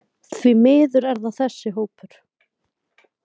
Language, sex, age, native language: Icelandic, female, 20-29, Icelandic